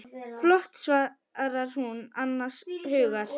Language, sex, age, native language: Icelandic, female, 10, Icelandic